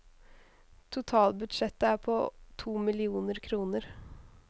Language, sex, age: Norwegian, female, 21